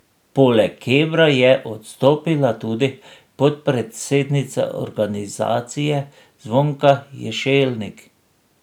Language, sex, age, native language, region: Slovenian, male, 60+, Slovenian, Drava region